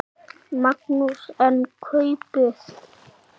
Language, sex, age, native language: Icelandic, male, 8, Icelandic